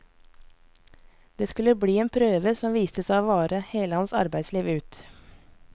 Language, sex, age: Norwegian, female, 24